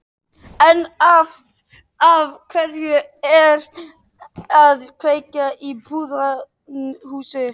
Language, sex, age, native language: Icelandic, male, 13, Icelandic